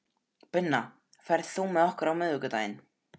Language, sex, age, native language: Icelandic, male, 12, Icelandic